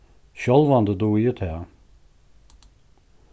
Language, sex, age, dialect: Faroese, male, 61+, Suðurstreymoy